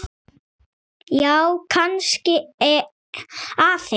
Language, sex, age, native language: Icelandic, female, 6, Icelandic